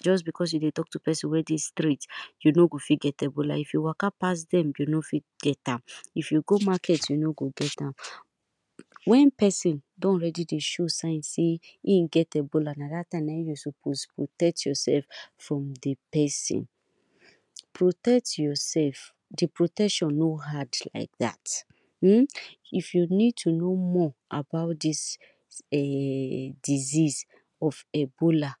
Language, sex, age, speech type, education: Nigerian Pidgin, female, 30-45, spontaneous, tertiary